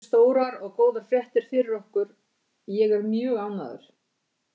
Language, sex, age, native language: Icelandic, female, 50-59, Icelandic